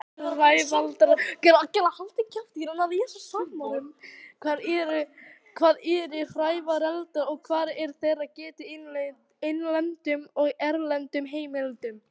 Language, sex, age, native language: Icelandic, female, 18-19, Icelandic